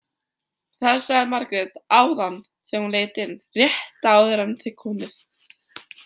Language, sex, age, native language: Icelandic, female, 20-29, Icelandic